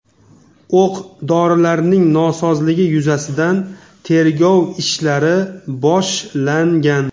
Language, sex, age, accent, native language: Uzbek, male, 35+, Namangan, Uzbek